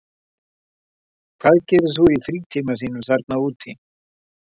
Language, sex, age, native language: Icelandic, male, 70-79, Icelandic